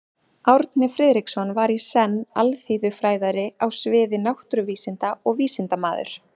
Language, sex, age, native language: Icelandic, female, 30-39, Icelandic